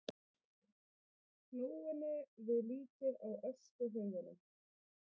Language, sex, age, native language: Icelandic, female, 30-39, Icelandic